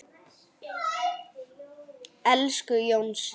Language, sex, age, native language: Icelandic, male, 8, Icelandic